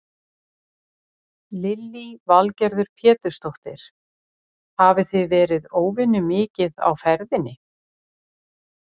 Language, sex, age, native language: Icelandic, female, 60-69, Icelandic